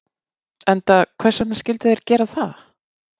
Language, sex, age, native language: Icelandic, female, 50-59, Icelandic